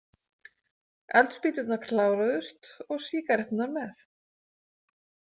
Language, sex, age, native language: Icelandic, female, 40-49, Icelandic